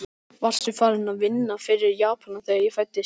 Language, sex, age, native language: Icelandic, male, 13, Icelandic